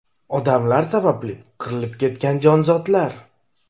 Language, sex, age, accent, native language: Uzbek, male, 18-24, Toshkent shahri, Uzbek